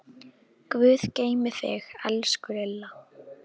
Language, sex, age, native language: Icelandic, female, 10, Icelandic